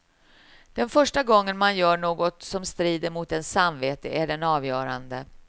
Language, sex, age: Swedish, female, 53